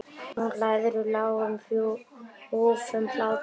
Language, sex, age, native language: Icelandic, male, 9, Icelandic